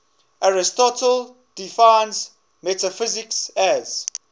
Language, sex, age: English, male, 21